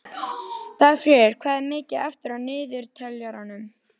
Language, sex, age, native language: Icelandic, female, 12, Icelandic